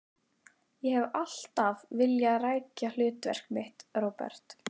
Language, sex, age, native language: Icelandic, female, 12, Icelandic